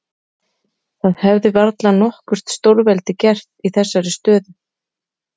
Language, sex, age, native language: Icelandic, female, 30-39, Icelandic